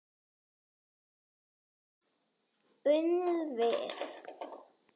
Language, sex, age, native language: Icelandic, male, 30-39, Icelandic